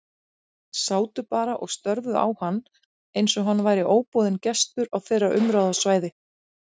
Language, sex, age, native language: Icelandic, female, 40-49, Icelandic